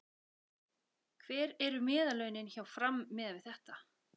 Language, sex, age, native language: Icelandic, female, 40-49, Icelandic